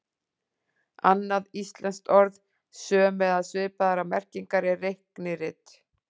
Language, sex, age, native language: Icelandic, female, 40-49, Icelandic